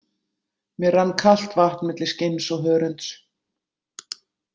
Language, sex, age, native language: Icelandic, female, 60-69, Icelandic